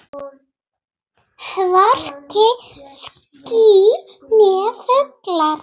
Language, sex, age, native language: Icelandic, male, 9, Icelandic